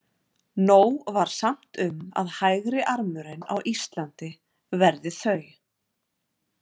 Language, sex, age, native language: Icelandic, female, 40-49, Icelandic